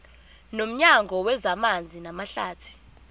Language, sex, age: Zulu, female, 25